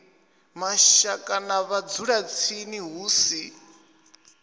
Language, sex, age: Venda, male, 27